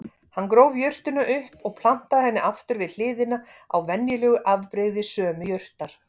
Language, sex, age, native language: Icelandic, female, 50-59, Icelandic